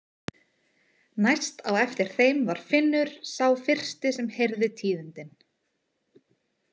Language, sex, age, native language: Icelandic, female, 20-29, Icelandic